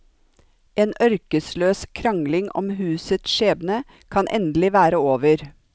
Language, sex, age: Norwegian, female, 45